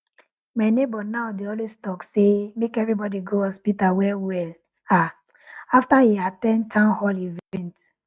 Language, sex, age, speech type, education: Nigerian Pidgin, female, 30-45, spontaneous, tertiary